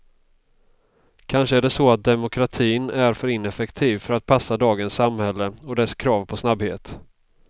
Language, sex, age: Swedish, male, 32